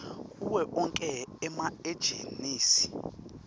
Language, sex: Swati, male